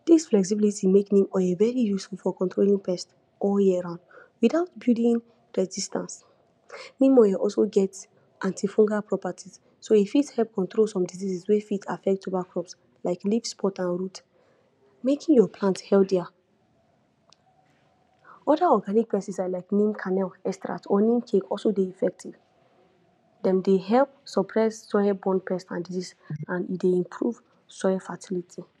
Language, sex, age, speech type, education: Nigerian Pidgin, female, 46-60, spontaneous, tertiary